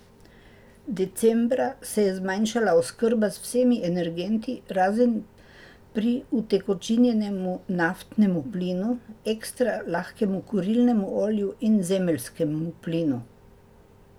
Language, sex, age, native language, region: Slovenian, female, 60+, Slovenian, Drava region